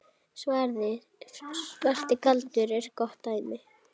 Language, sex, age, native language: Icelandic, female, 9, Icelandic